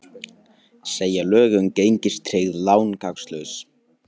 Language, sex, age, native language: Icelandic, male, 18-19, Icelandic